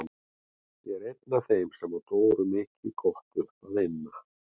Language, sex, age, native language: Icelandic, male, 40-49, Icelandic